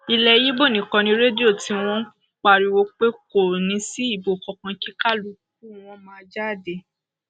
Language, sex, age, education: Yoruba, female, 46-60, secondary